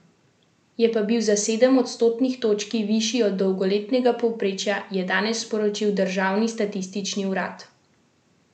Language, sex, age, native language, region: Slovenian, female, 18-29, Slovenian, Central Slovenia